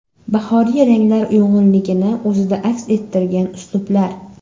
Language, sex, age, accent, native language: Uzbek, female, under 19, Samarqand, Uzbek